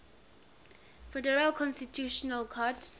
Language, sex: English, female